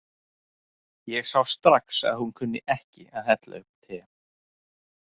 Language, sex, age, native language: Icelandic, male, 30-39, Icelandic